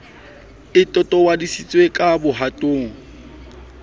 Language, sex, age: Southern Sotho, male, 25